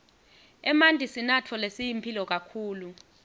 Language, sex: Swati, female